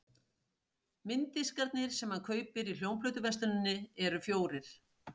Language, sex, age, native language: Icelandic, female, 60-69, Icelandic